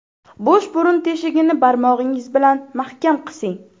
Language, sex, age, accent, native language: Uzbek, female, 12-17, Farg'ona, Uzbek